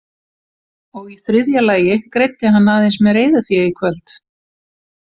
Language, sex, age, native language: Icelandic, female, 40-49, Icelandic